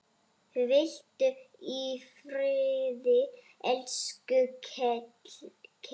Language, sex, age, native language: Icelandic, female, 9, Icelandic